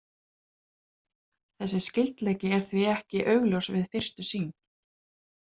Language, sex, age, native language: Icelandic, female, 30-39, Icelandic